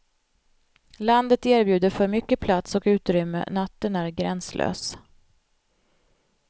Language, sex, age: Swedish, female, 45